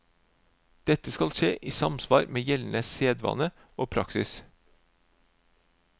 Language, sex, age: Norwegian, male, 36